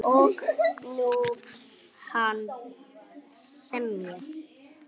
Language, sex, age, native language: Icelandic, male, 9, Icelandic